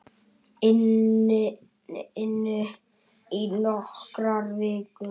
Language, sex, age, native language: Icelandic, male, 9, Icelandic